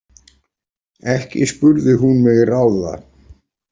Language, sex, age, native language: Icelandic, male, 40-49, Icelandic